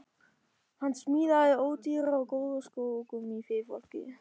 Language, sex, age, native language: Icelandic, male, 13, German